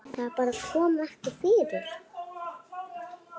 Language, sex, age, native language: Icelandic, female, 6, Icelandic